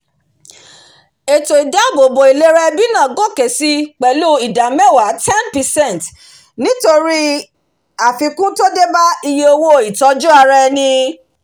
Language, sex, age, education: Yoruba, female, 46-60, tertiary